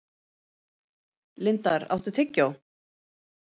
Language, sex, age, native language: Icelandic, female, 50-59, Icelandic